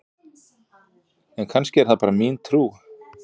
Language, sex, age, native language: Icelandic, male, 40-49, Icelandic